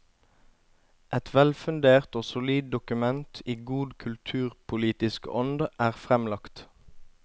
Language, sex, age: Norwegian, male, 25